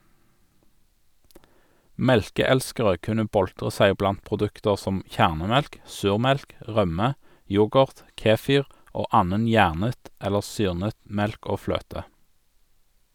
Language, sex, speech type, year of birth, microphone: Norwegian, male, read, 1985, Sennheiser